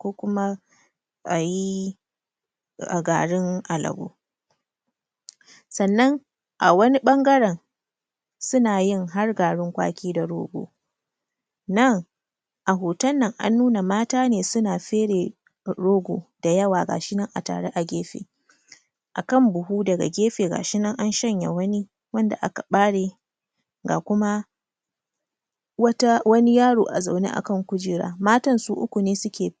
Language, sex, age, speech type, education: Hausa, male, 30-45, spontaneous, secondary